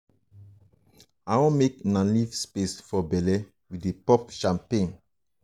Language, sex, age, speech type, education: Nigerian Pidgin, male, 30-45, spontaneous, tertiary